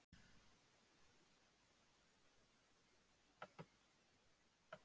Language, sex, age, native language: Icelandic, female, 70-79, Icelandic